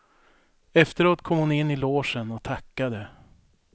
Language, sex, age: Swedish, male, 42